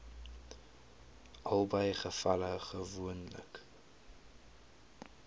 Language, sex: Afrikaans, male